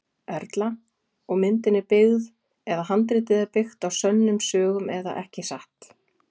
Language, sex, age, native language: Icelandic, female, 40-49, Icelandic